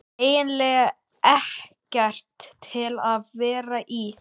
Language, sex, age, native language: Icelandic, male, 12, Icelandic